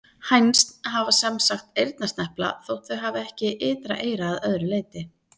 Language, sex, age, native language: Icelandic, female, 30-39, Icelandic